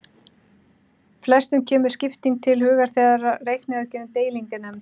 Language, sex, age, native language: Icelandic, female, 30-39, Icelandic